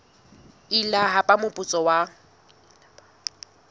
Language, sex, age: Southern Sotho, female, 19